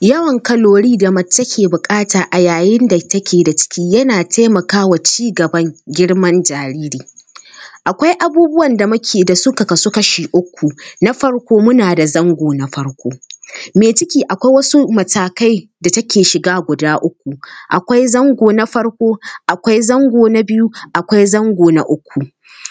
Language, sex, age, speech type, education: Hausa, female, 15-29, spontaneous, tertiary